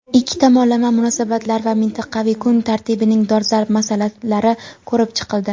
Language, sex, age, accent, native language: Uzbek, female, 18-24, Andijon, Uzbek